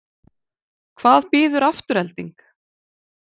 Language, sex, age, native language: Icelandic, female, 40-49, Icelandic